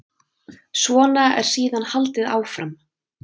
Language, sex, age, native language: Icelandic, female, 20-29, Icelandic